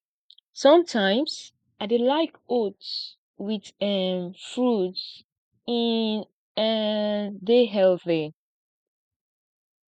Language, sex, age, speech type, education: Nigerian Pidgin, female, 15-29, spontaneous, tertiary